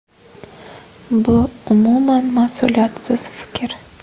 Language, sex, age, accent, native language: Uzbek, female, 18-24, Jizzax, Uzbek